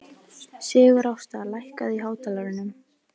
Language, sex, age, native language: Icelandic, female, 18-19, Icelandic